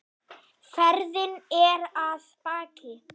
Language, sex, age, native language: Icelandic, female, 9, Icelandic